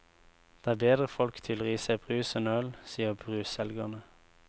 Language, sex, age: Norwegian, male, 24